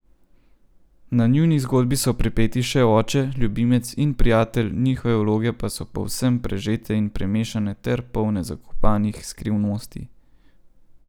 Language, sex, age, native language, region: Slovenian, male, 30-49, Slovenian, Central Slovenia